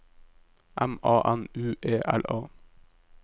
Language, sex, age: Norwegian, male, 22